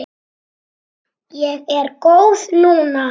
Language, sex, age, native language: Icelandic, male, 7, Icelandic